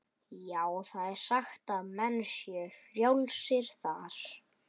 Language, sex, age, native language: Icelandic, male, 11, Icelandic